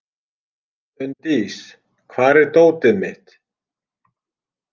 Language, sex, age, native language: Icelandic, male, 50-59, Icelandic